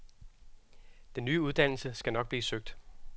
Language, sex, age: Danish, male, 36